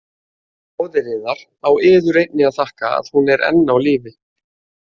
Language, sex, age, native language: Icelandic, male, 20-29, Icelandic